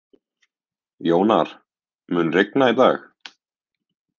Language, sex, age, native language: Icelandic, male, 18-19, Icelandic